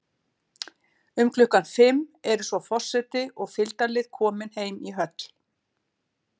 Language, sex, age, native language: Icelandic, female, 60-69, Icelandic